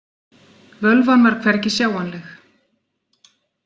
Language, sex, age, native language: Icelandic, female, 40-49, Icelandic